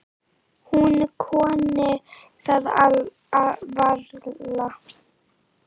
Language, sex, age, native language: Icelandic, female, 9, Icelandic